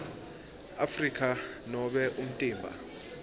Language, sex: Swati, male